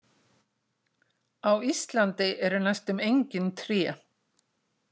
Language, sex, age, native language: Icelandic, female, 60-69, Icelandic